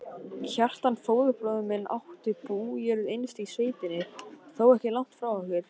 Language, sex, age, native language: Icelandic, male, 18-19, Icelandic